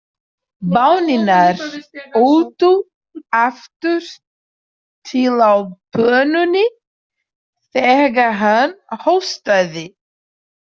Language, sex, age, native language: Icelandic, female, 30-39, Portuguese